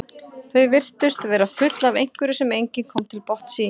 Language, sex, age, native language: Icelandic, female, 40-49, Icelandic